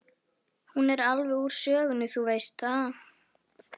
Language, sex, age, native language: Icelandic, female, 11, Icelandic